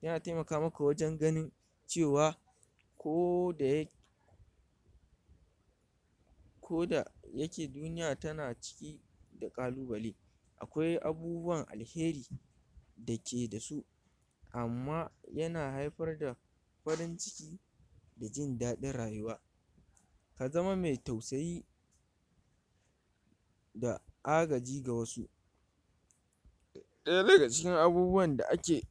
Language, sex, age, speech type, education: Hausa, male, 46-60, spontaneous, tertiary